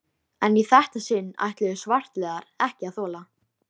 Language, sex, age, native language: Icelandic, female, 13, Icelandic